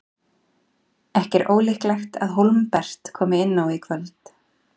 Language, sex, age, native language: Icelandic, female, 40-49, Icelandic